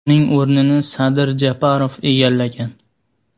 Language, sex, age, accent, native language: Uzbek, male, 18-24, Sirdaryo, Uzbek